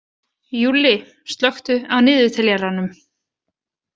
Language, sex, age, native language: Icelandic, female, 20-29, Icelandic